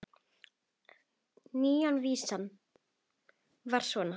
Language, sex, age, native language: Icelandic, female, 10, Icelandic